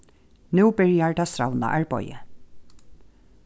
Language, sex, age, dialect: Faroese, female, 36-60, Norðuroyggjar